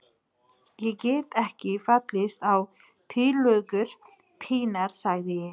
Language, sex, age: Icelandic, female, 30-39